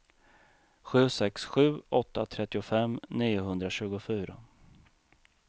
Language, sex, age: Swedish, male, 39